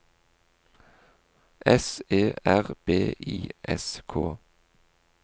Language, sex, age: Norwegian, male, 40